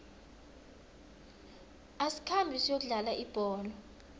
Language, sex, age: South Ndebele, female, 22